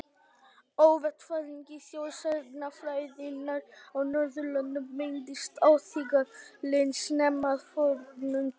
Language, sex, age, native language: Icelandic, male, 18-19, Icelandic